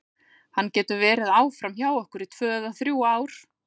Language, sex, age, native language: Icelandic, female, 40-49, Icelandic